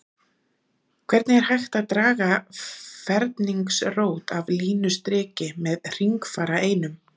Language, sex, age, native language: Icelandic, female, 30-39, Icelandic